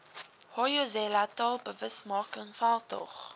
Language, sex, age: Afrikaans, female, 19